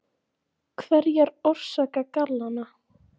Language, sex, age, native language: Icelandic, female, 16, Icelandic